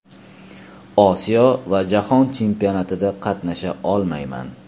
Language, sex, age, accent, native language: Uzbek, male, 35+, Toshkent shahri, Uzbek